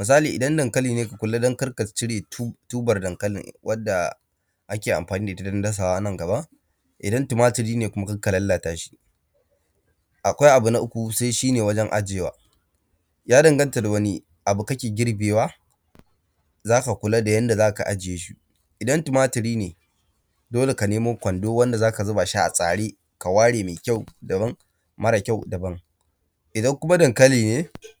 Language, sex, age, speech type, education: Hausa, male, 15-29, spontaneous, primary